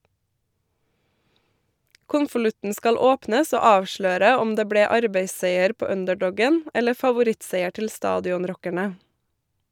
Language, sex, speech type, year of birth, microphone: Norwegian, female, read, 1988, Shure